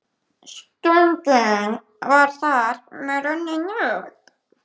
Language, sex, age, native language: Icelandic, female, 13, Icelandic